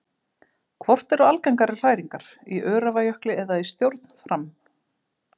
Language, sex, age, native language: Icelandic, female, 30-39, Icelandic